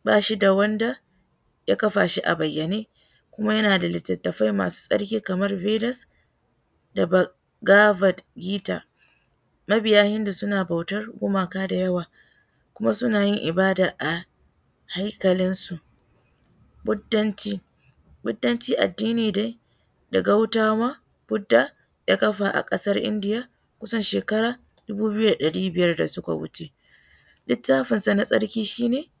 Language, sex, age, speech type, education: Hausa, female, 15-29, spontaneous, secondary